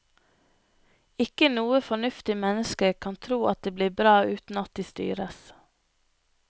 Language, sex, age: Norwegian, female, 25